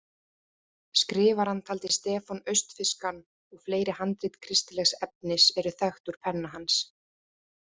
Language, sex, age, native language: Icelandic, female, 30-39, Icelandic